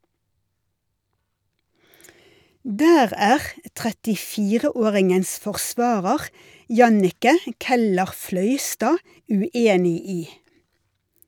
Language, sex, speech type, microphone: Norwegian, female, read, Shure